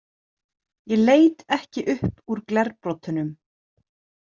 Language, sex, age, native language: Icelandic, female, 30-39, Icelandic